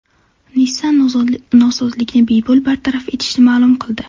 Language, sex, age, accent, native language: Uzbek, female, 12-17, Navoiy, Uzbek